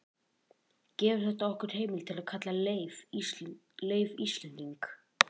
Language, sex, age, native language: Icelandic, female, 18-19, Icelandic